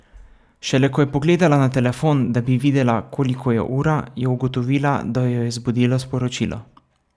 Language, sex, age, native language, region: Slovenian, male, 18-29, Slovenian, Savinja region